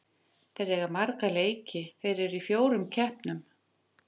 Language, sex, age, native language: Icelandic, female, 50-59, Icelandic